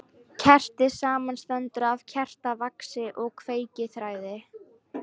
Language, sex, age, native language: Icelandic, female, 18-19, Icelandic